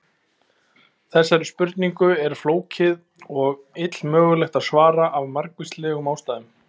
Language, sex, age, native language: Icelandic, male, 20-29, Icelandic